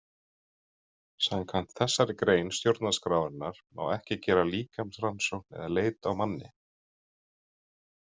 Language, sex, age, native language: Icelandic, male, 40-49, Icelandic